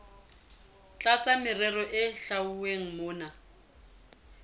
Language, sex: Southern Sotho, female